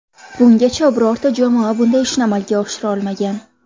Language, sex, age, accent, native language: Uzbek, female, under 19, Buxoro, Uzbek